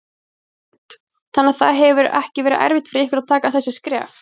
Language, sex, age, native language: Icelandic, female, 20-29, Icelandic